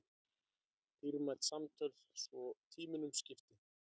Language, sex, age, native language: Icelandic, female, 8, Icelandic